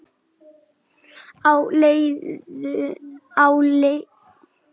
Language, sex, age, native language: Icelandic, male, 8, Icelandic